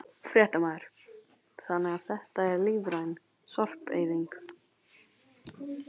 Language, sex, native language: Icelandic, other, Chinese